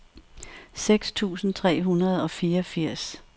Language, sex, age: Danish, female, 64